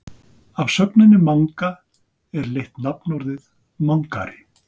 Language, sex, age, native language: Icelandic, male, 60-69, Icelandic